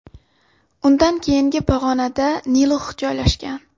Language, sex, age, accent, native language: Uzbek, female, 18-24, Xorazm, Uzbek